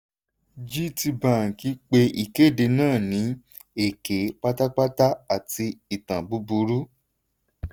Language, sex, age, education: Yoruba, male, 15-29, tertiary